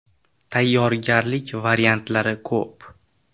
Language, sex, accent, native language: Uzbek, male, Toshkent shahri, Uzbek